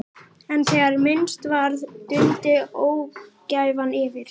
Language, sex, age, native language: Icelandic, female, 11, Icelandic